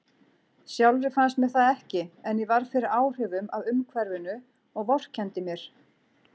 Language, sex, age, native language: Icelandic, female, 40-49, Icelandic